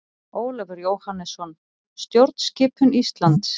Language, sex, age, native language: Icelandic, female, 40-49, Icelandic